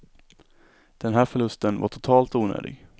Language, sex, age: Swedish, male, 17